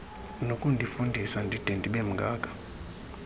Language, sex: Xhosa, female